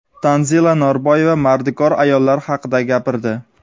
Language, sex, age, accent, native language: Uzbek, male, 19-29, Sirdaryo, Uzbek